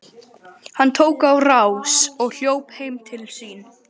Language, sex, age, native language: Icelandic, male, 12, Icelandic